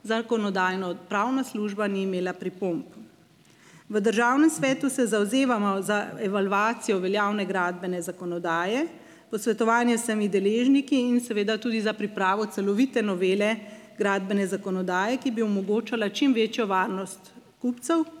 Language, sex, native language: Slovenian, female, Slovenian